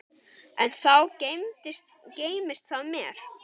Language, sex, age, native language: Icelandic, male, 10, Icelandic